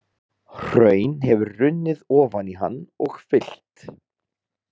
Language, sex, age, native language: Icelandic, male, 30-39, Icelandic